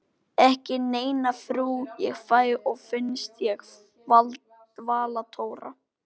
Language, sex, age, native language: Icelandic, male, 12, Icelandic